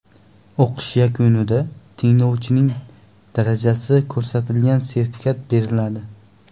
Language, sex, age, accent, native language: Uzbek, male, 18-24, Andijon, Uzbek